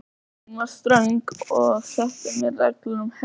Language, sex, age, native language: Icelandic, male, 11, Icelandic